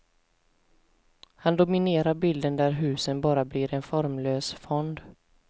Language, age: Swedish, 20